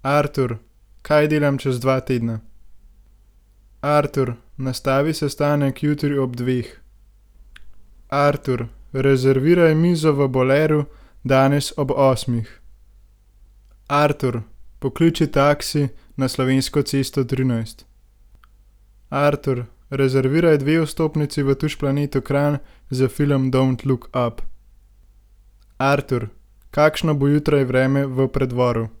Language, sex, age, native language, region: Slovenian, male, 18-29, Slovenian, Gorenjska region